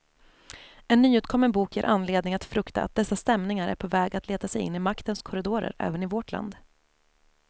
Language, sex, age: Swedish, female, 28